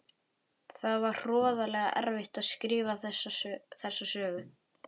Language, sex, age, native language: Icelandic, male, 11, Icelandic